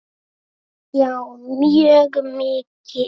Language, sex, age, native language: Icelandic, female, 7, Icelandic